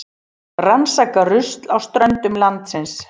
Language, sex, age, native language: Icelandic, female, 40-49, Icelandic